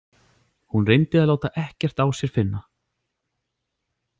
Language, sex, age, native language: Icelandic, male, 40-49, Icelandic